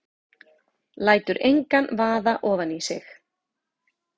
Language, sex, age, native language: Icelandic, female, 40-49, Icelandic